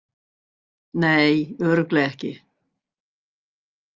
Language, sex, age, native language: Icelandic, female, 60-69, Icelandic